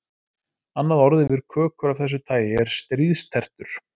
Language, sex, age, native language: Icelandic, male, 30-39, Icelandic